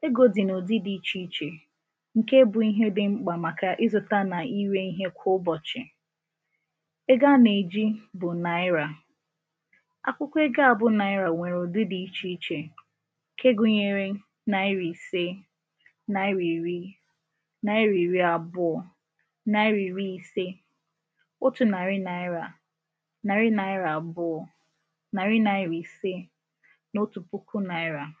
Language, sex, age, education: Igbo, female, 15-29, tertiary